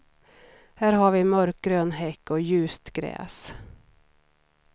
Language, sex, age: Swedish, female, 39